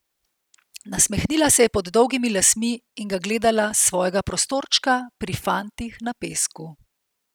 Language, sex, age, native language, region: Slovenian, female, 50-59, Slovenian, Central Slovenia